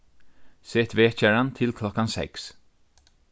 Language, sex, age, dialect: Faroese, male, 36-60, Norðurstreymoy/Eysturoy